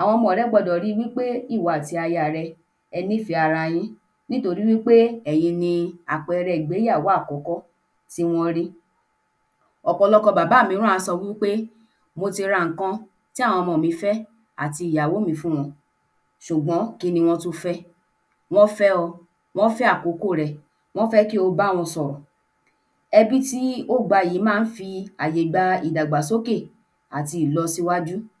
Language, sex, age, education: Yoruba, female, 15-29, tertiary